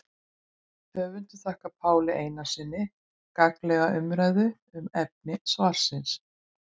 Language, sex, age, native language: Icelandic, female, 20-29, Icelandic